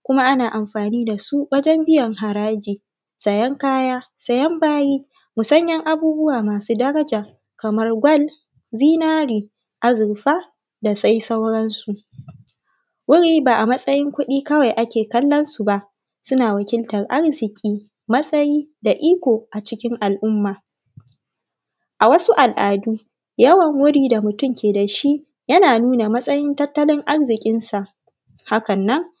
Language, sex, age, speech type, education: Hausa, female, 15-29, spontaneous, tertiary